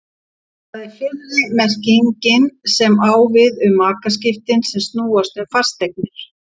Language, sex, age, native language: Icelandic, female, 50-59, Icelandic